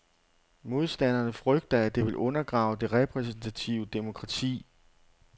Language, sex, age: Danish, male, 48